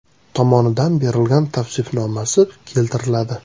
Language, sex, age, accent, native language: Uzbek, male, 25-34, Toshkent shahri, Uzbek